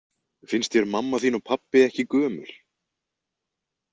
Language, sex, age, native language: Icelandic, male, 20-29, Icelandic